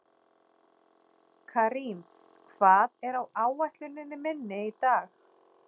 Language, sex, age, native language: Icelandic, female, 40-49, Icelandic